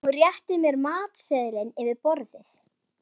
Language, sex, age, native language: Icelandic, male, 12, Icelandic